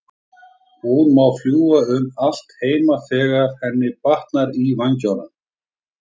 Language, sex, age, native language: Icelandic, male, 40-49, Icelandic